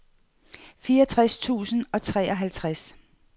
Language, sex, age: Danish, female, 48